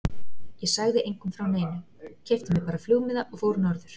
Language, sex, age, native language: Icelandic, female, 40-49, Icelandic